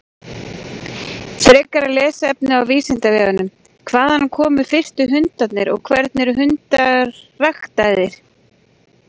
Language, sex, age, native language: Icelandic, female, 40-49, Icelandic